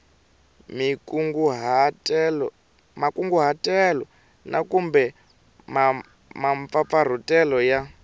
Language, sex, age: Tsonga, male, 23